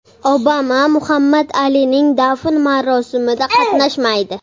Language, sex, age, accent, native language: Uzbek, male, 40-49, Surxondaryo, Uzbek